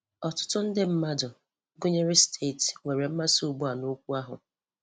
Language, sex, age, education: Igbo, female, 15-29, tertiary